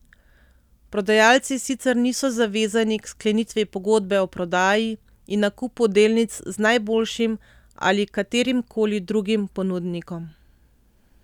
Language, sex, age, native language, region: Slovenian, female, 30-49, Slovenian, Central Slovenia